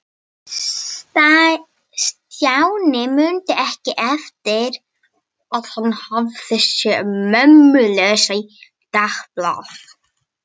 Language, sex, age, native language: Icelandic, female, 18-19, Icelandic